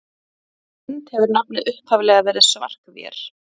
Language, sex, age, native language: Icelandic, female, 30-39, Icelandic